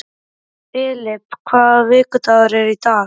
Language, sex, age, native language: Icelandic, male, 12, Icelandic